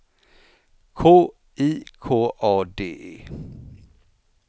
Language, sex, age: Swedish, male, 49